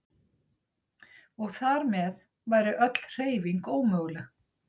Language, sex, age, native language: Icelandic, female, 60-69, Icelandic